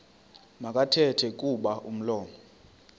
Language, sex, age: Xhosa, male, 33